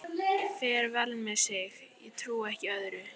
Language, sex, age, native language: Icelandic, female, 13, Icelandic